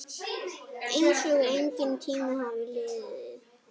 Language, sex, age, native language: Icelandic, male, 9, Icelandic